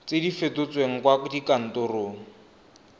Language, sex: Tswana, male